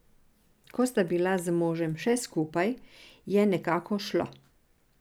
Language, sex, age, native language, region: Slovenian, female, 60+, Serbian, Drava region